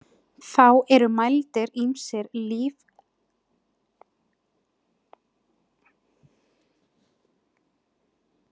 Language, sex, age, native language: Icelandic, female, 20-29, Icelandic